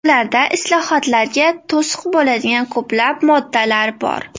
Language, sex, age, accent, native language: Uzbek, female, 18-24, Namangan, Uzbek